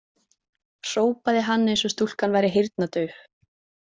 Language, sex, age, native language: Icelandic, female, 20-29, Icelandic